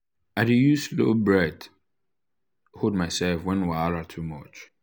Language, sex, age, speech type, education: Nigerian Pidgin, male, 15-29, spontaneous, tertiary